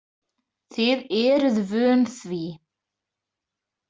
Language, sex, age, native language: Icelandic, female, 30-39, Icelandic